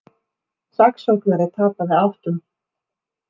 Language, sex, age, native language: Icelandic, female, 40-49, Icelandic